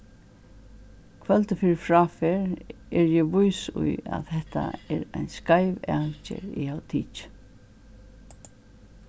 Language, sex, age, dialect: Faroese, female, 61+, Suðurstreymoy